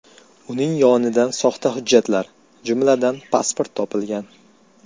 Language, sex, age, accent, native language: Uzbek, male, 18-24, Toshkent viloyati, Uzbek